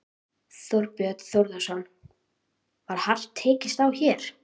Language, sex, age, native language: Icelandic, female, 13, Icelandic